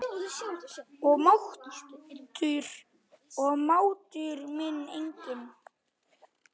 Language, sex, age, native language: Icelandic, other, 9, Icelandic